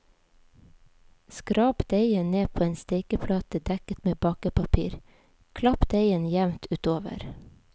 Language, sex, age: Norwegian, female, 37